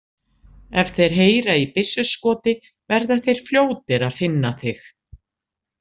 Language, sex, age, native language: Icelandic, female, 60-69, Icelandic